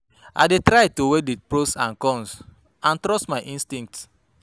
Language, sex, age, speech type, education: Nigerian Pidgin, male, 30-45, spontaneous, tertiary